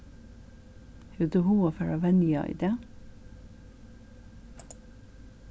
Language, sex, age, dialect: Faroese, female, 61+, Suðurstreymoy